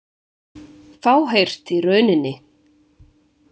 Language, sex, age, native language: Icelandic, female, 20-29, Icelandic